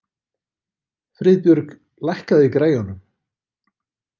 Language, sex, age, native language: Icelandic, male, 50-59, Icelandic